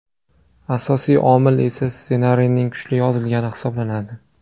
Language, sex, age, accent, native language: Uzbek, male, 25-34, Namangan, Uzbek